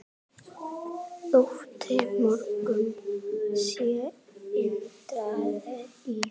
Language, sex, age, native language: Icelandic, female, 7, Icelandic